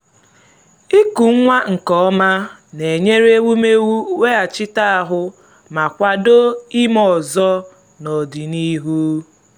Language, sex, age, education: Igbo, female, 15-29, tertiary